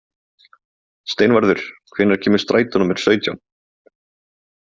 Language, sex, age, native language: Icelandic, male, 20-29, Icelandic